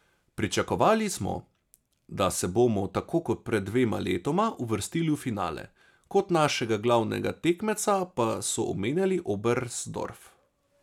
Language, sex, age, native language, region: Slovenian, male, 30-49, Slovenian, Savinja region